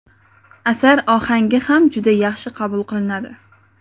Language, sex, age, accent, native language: Uzbek, female, 18-24, Qoraqalpog'iston, Uzbek